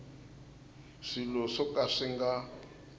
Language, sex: Tsonga, male